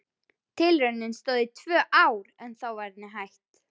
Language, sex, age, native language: Icelandic, female, 11, Icelandic